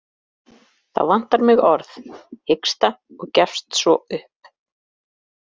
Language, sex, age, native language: Icelandic, female, 40-49, Icelandic